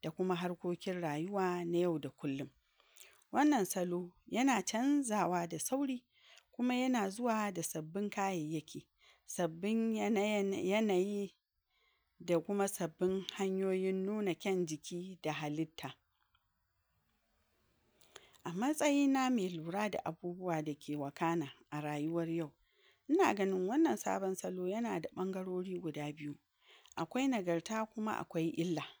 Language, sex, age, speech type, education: Hausa, female, 46-60, spontaneous, tertiary